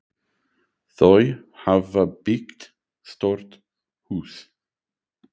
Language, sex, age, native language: Icelandic, male, 60-69, English